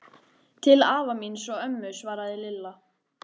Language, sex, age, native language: Icelandic, female, 13, Icelandic